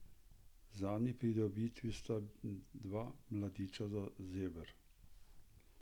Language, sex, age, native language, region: Slovenian, male, 60+, Slovenian, Central Slovenia